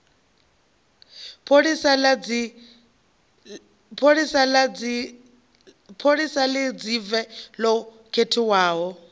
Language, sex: Venda, female